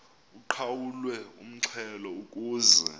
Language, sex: Xhosa, male